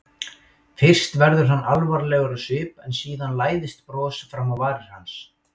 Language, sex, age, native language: Icelandic, male, 18-19, Icelandic